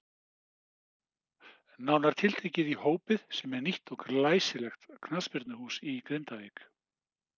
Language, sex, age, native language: Icelandic, male, 60-69, Icelandic